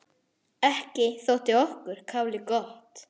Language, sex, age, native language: Icelandic, male, 9, Icelandic